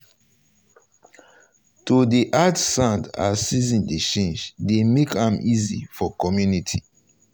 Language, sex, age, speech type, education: Nigerian Pidgin, male, 30-45, spontaneous, tertiary